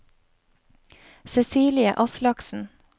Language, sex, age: Norwegian, female, 31